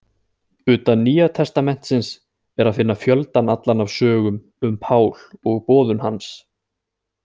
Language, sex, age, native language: Icelandic, male, 20-29, Icelandic